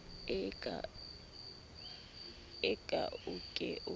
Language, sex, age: Southern Sotho, female, 19